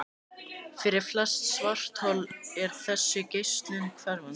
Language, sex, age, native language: Icelandic, male, 18-19, Icelandic